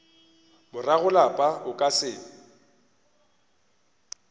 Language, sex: Northern Sotho, male